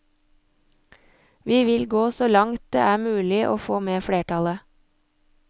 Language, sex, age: Norwegian, female, 24